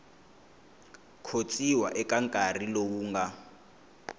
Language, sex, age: Tsonga, male, 21